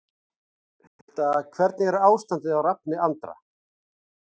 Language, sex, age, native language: Icelandic, male, 40-49, Icelandic